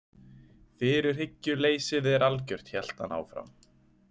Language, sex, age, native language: Icelandic, male, 20-29, Icelandic